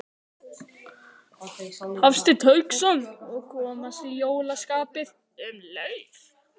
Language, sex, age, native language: Icelandic, male, 11, Icelandic